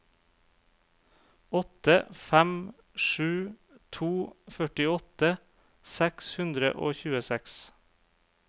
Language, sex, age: Norwegian, male, 35